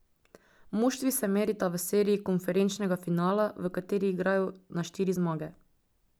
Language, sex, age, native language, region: Slovenian, female, 18-29, Slovenian, Drava region